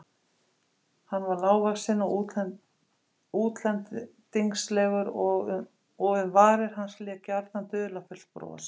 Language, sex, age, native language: Icelandic, female, 50-59, Icelandic